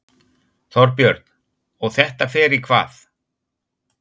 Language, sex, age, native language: Icelandic, male, 60-69, Icelandic